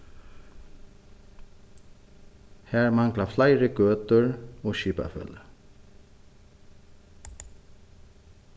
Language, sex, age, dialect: Faroese, male, 36-60, Suðuroy